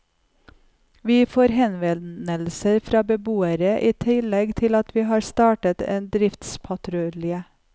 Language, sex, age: Norwegian, female, 45